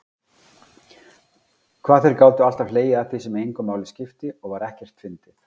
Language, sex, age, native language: Icelandic, male, 40-49, Icelandic